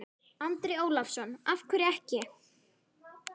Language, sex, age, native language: Icelandic, female, 11, Icelandic